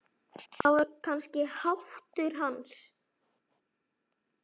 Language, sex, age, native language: Icelandic, male, 9, Icelandic